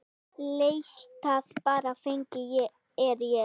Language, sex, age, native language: Icelandic, female, 8, Icelandic